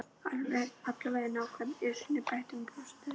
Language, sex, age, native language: Icelandic, female, 12, Icelandic